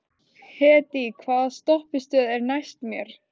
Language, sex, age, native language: Icelandic, female, 14, Icelandic